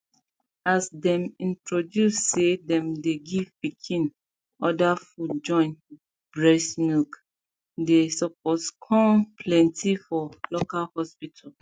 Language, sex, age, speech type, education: Nigerian Pidgin, female, 30-45, spontaneous, tertiary